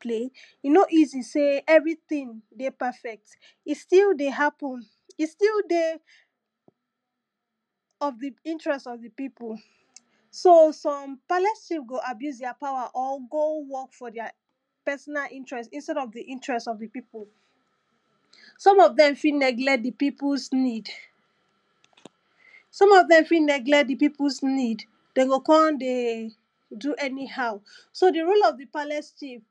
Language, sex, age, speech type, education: Nigerian Pidgin, female, 15-29, spontaneous, tertiary